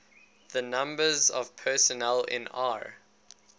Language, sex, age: English, male, 19